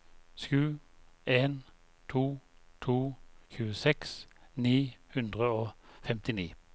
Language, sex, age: Norwegian, male, 51